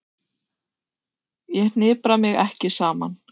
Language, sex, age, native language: Icelandic, female, 6, Icelandic